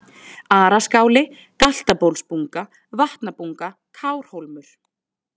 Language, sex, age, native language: Icelandic, female, 20-29, Icelandic